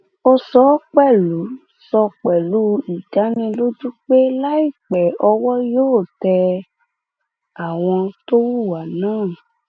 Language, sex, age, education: Yoruba, female, 15-29, tertiary